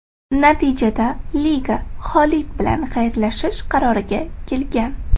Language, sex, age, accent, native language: Uzbek, female, 18-24, Toshkent shahri, Uzbek